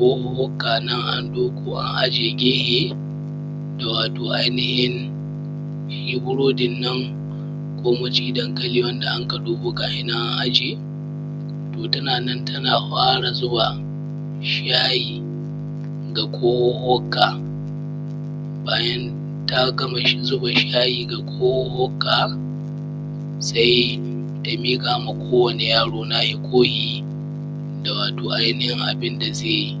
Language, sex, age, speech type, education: Hausa, male, 15-29, spontaneous, primary